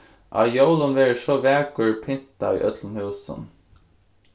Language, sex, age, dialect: Faroese, male, 15-35, Suðurstreymoy